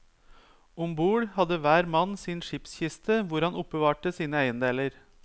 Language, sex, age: Norwegian, male, 30